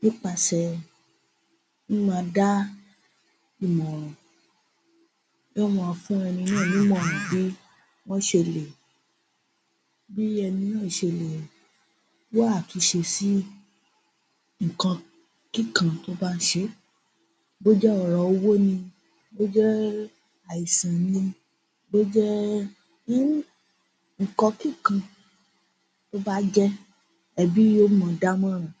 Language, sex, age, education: Yoruba, female, 15-29, tertiary